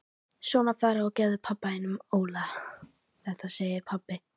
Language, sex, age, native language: Icelandic, female, 13, Icelandic